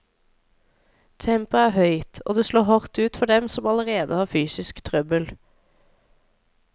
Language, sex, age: Norwegian, female, 26